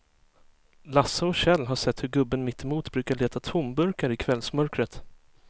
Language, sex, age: Swedish, male, 23